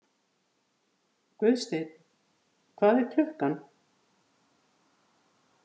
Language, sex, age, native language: Icelandic, female, 50-59, Icelandic